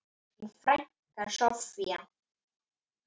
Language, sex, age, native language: Icelandic, female, 8, Icelandic